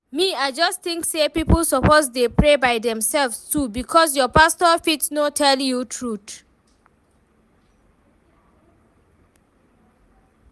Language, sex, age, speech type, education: Nigerian Pidgin, female, 15-29, read, tertiary